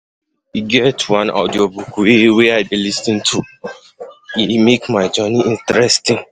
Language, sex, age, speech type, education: Nigerian Pidgin, male, 15-29, spontaneous, tertiary